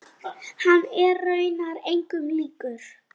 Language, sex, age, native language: Icelandic, female, 10, Icelandic